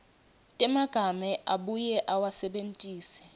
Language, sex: Swati, female